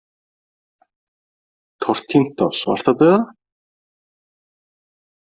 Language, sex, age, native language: Icelandic, male, 30-39, Icelandic